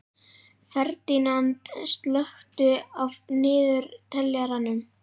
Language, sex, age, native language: Icelandic, male, 11, Icelandic